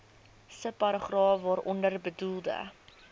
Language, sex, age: Afrikaans, female, 19